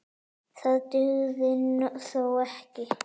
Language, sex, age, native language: Icelandic, female, 9, Icelandic